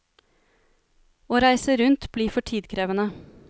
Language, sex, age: Norwegian, female, 33